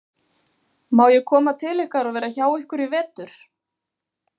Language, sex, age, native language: Icelandic, female, 40-49, Icelandic